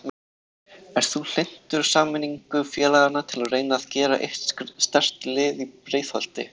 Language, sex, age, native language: Icelandic, other, 18-19, Icelandic